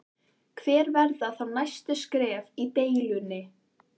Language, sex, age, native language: Icelandic, female, 14, Icelandic